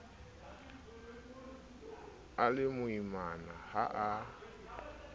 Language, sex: Southern Sotho, male